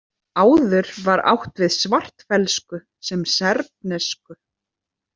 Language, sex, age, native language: Icelandic, female, 30-39, Icelandic